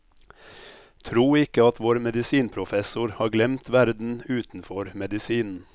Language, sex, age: Norwegian, male, 57